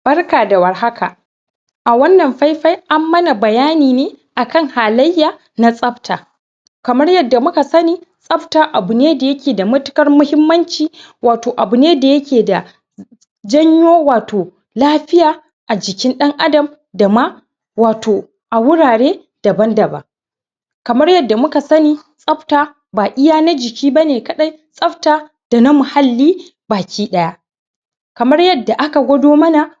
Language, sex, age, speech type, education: Hausa, male, 15-29, spontaneous, secondary